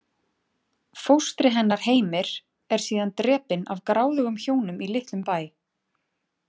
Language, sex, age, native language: Icelandic, female, 20-29, Icelandic